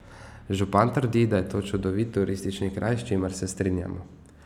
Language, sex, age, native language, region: Slovenian, male, 18-29, Slovenian, Savinja region